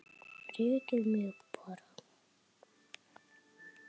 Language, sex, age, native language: Icelandic, male, 7, Icelandic